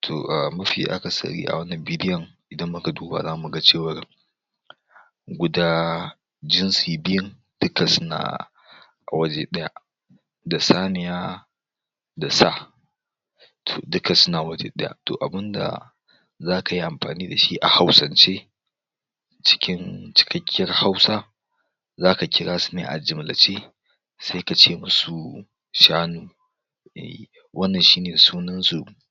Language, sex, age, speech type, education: Hausa, male, 46-60, spontaneous, tertiary